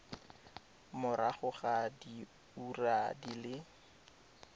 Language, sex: Tswana, male